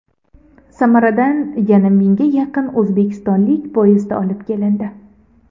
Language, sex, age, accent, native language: Uzbek, female, 18-24, Andijon, Uzbek